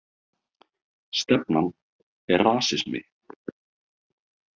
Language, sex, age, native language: Icelandic, male, 30-39, Icelandic